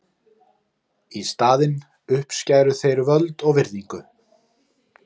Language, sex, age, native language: Icelandic, male, 30-39, Icelandic